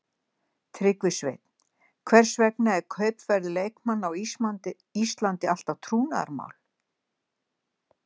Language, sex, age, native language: Icelandic, female, 60-69, Icelandic